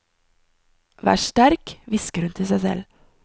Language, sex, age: Norwegian, female, 20